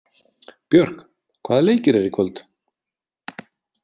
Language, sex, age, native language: Icelandic, male, 40-49, Icelandic